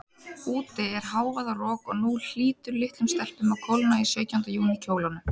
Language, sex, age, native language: Icelandic, female, 30-39, Icelandic